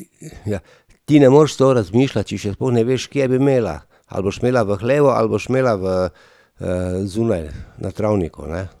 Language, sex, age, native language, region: Slovenian, male, 50-59, Slovenian, Drava region